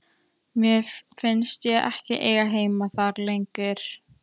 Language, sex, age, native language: Icelandic, female, 13, Icelandic